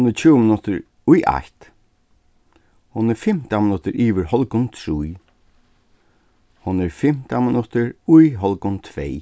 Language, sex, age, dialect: Faroese, male, 36-60, Suðurstreymoy